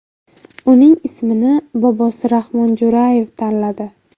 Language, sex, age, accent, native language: Uzbek, female, 18-24, Buxoro, Uzbek